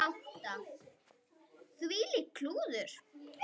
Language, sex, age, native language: Icelandic, female, 9, Icelandic